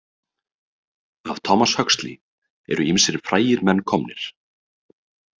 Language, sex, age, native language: Icelandic, male, 30-39, Icelandic